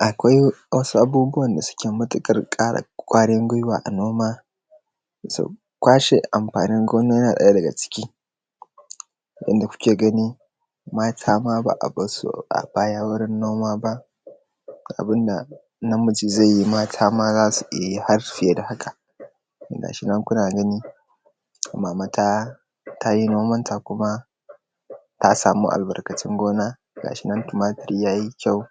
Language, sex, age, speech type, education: Hausa, male, 15-29, spontaneous, secondary